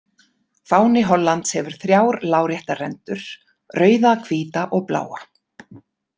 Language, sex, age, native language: Icelandic, female, 50-59, Icelandic